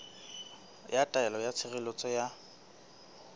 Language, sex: Southern Sotho, male